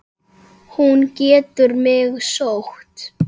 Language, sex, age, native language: Icelandic, male, 8, Icelandic